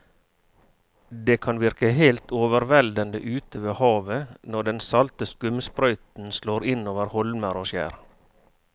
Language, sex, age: Norwegian, male, 49